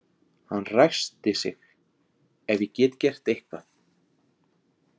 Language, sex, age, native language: Icelandic, male, 40-49, Icelandic